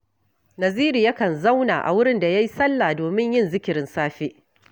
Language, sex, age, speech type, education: Hausa, female, 46-60, read, tertiary